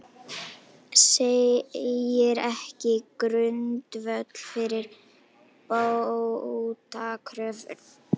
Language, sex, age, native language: Icelandic, female, 18-19, Icelandic